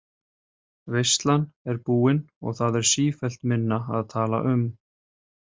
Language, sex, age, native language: Icelandic, male, 30-39, Icelandic